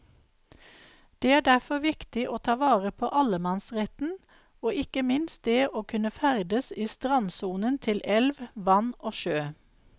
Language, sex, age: Norwegian, female, 52